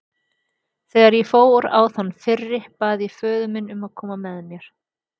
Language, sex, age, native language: Icelandic, female, 30-39, Icelandic